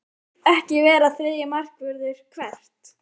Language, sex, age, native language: Icelandic, female, 13, Icelandic